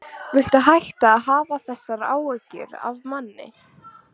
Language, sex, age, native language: Icelandic, female, 12, Icelandic